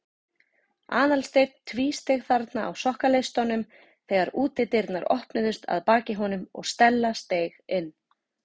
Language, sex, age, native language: Icelandic, female, 40-49, Icelandic